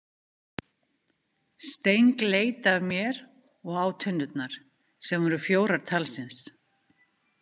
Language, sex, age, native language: Icelandic, female, 50-59, Icelandic